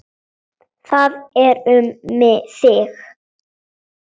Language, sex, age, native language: Icelandic, female, 7, Icelandic